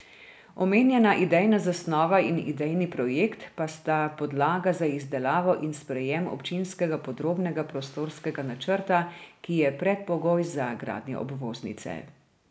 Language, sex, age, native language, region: Slovenian, female, 30-49, Slovenian, Drava region